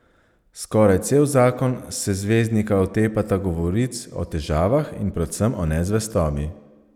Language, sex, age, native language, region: Slovenian, male, 30-49, Slovenian, Savinja region